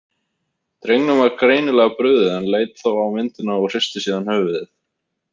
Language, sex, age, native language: Icelandic, male, 30-39, Icelandic